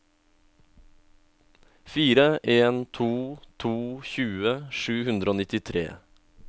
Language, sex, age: Norwegian, male, 31